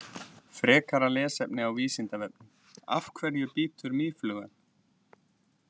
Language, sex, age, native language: Icelandic, male, 20-29, Icelandic